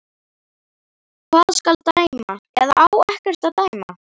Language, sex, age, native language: Icelandic, male, 11, Icelandic